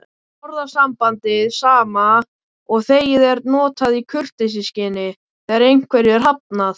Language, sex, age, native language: Icelandic, male, 18-19, Icelandic